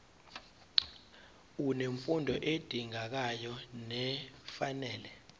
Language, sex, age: Zulu, male, 23